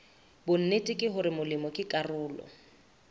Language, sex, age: Southern Sotho, female, 24